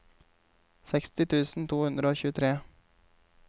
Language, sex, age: Norwegian, male, 28